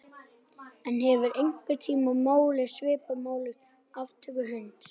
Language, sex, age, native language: Icelandic, male, 11, Icelandic